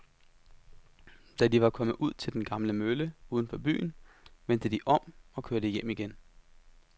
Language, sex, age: Danish, male, 33